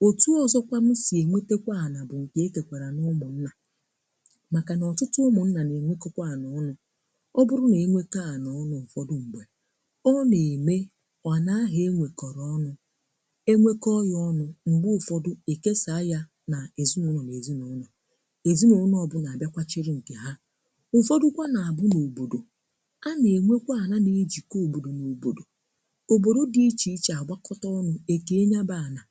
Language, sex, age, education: Igbo, female, 60+, tertiary